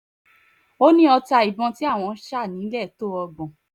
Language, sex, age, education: Yoruba, female, 15-29, tertiary